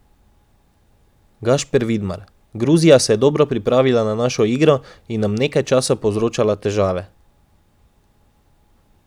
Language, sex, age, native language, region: Slovenian, male, 18-29, Slovenian, Drava region